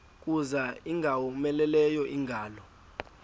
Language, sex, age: Xhosa, male, 19